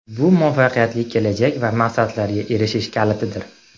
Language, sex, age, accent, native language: Uzbek, male, 18-24, Andijon, Uzbek